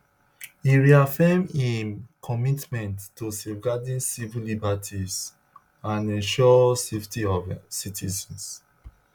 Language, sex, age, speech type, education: Nigerian Pidgin, male, 30-45, spontaneous, tertiary